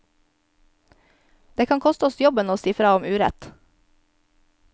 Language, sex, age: Norwegian, female, 22